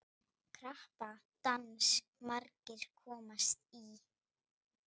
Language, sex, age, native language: Icelandic, male, 8, Icelandic